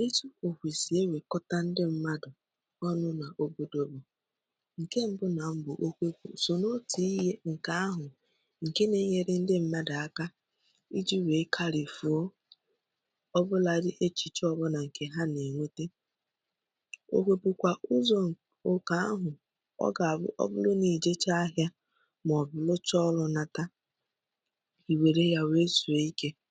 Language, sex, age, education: Igbo, female, 15-29, secondary